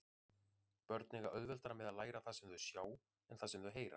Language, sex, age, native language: Icelandic, male, 40-49, Icelandic